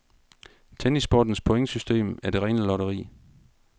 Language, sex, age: Danish, male, 42